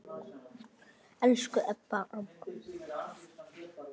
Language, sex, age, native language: Icelandic, male, 8, Icelandic